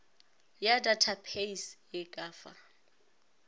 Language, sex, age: Northern Sotho, female, 19